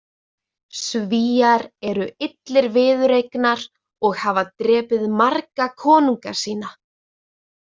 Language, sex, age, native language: Icelandic, female, 20-29, Icelandic